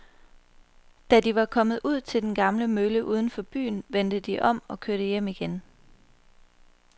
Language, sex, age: Danish, female, 23